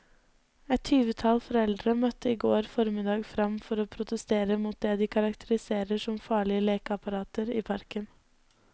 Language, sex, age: Norwegian, female, 20